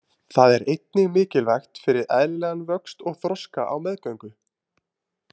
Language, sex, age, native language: Icelandic, male, 20-29, Icelandic